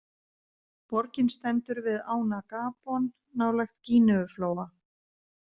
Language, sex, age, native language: Icelandic, female, 50-59, Icelandic